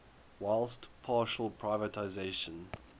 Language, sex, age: English, male, 21